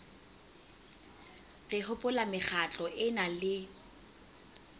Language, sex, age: Southern Sotho, female, 25